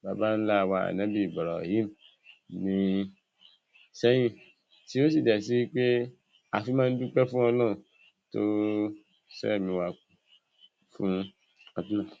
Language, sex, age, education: Yoruba, male, 15-29, secondary